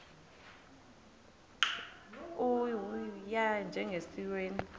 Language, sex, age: Xhosa, female, 20